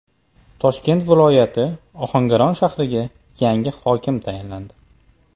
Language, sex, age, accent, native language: Uzbek, male, 25-34, Toshkent viloyati, Uzbek